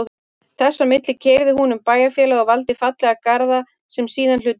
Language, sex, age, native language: Icelandic, female, 30-39, Icelandic